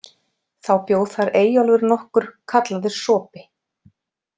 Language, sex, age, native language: Icelandic, female, 40-49, Icelandic